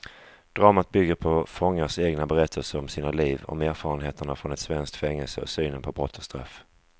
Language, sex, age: Swedish, male, 35